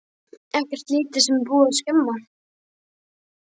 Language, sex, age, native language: Icelandic, male, 12, Icelandic